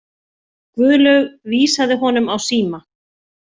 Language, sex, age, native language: Icelandic, female, 40-49, Icelandic